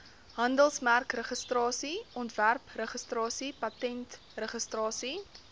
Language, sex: Afrikaans, female